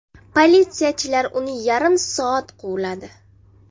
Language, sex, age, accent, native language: Uzbek, female, 19-29, Jizzax, Uzbek